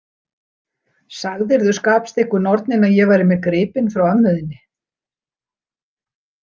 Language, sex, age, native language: Icelandic, female, 60-69, Icelandic